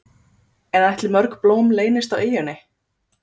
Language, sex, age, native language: Icelandic, female, 30-39, Icelandic